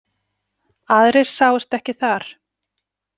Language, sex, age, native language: Icelandic, female, 40-49, Icelandic